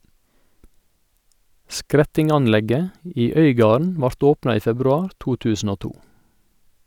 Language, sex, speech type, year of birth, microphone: Norwegian, male, read, 1961, Sennheiser